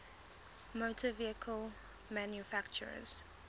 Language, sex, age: English, female, 20